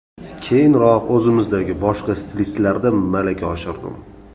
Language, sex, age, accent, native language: Uzbek, male, 25-34, Toshkent shahri, Uzbek